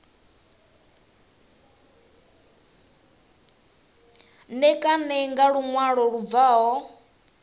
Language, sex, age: Venda, female, 27